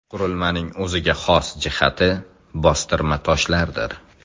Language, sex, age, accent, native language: Uzbek, male, 18-24, Samarqand, Uzbek